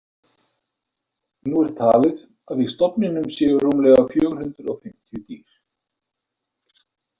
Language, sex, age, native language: Icelandic, male, 60-69, Icelandic